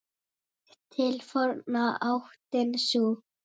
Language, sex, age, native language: Icelandic, female, 9, Icelandic